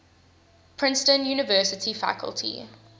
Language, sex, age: English, female, 21